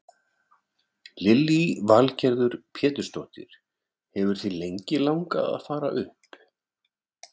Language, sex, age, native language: Icelandic, male, 40-49, Icelandic